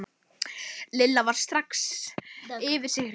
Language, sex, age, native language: Icelandic, male, 11, Icelandic